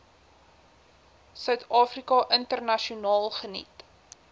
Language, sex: Afrikaans, female